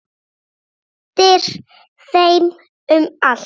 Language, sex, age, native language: Icelandic, female, 6, Icelandic